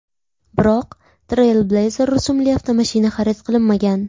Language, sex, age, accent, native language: Uzbek, female, 18-24, Buxoro, Uzbek